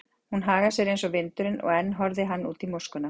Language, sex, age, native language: Icelandic, female, 40-49, Icelandic